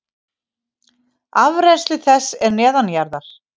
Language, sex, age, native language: Icelandic, female, 50-59, Icelandic